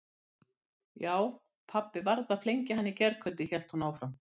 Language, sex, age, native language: Icelandic, female, 60-69, Icelandic